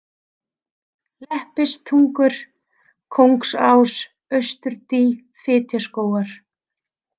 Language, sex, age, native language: Icelandic, female, 30-39, Icelandic